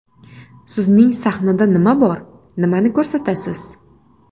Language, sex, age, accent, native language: Uzbek, female, 25-34, Namangan, Uzbek